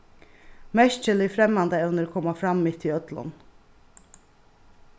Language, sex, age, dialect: Faroese, female, 36-60, Suðurstreymoy